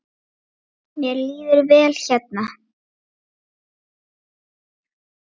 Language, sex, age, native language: Icelandic, female, 8, Icelandic